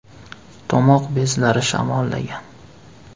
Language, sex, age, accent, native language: Uzbek, male, 18-24, Farg'ona, Uzbek